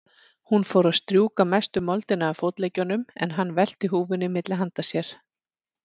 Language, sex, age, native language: Icelandic, female, 40-49, Icelandic